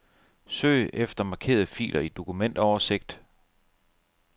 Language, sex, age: Danish, male, 37